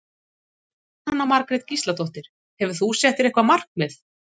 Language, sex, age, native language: Icelandic, female, 30-39, Icelandic